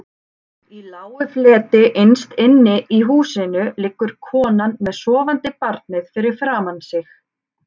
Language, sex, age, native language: Icelandic, female, 30-39, Icelandic